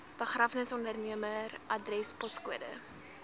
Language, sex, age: Afrikaans, female, 20